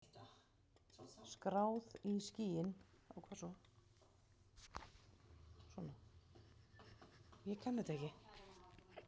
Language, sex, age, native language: Icelandic, male, 10, Icelandic